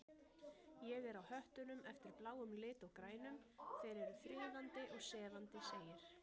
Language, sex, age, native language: Icelandic, female, 30-39, Icelandic